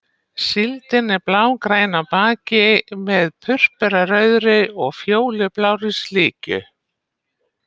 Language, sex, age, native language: Icelandic, female, 60-69, Icelandic